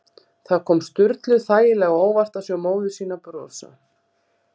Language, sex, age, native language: Icelandic, female, 40-49, Icelandic